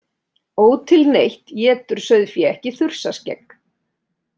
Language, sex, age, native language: Icelandic, female, 30-39, Icelandic